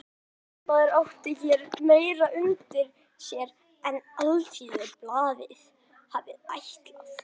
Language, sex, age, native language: Icelandic, male, 11, Icelandic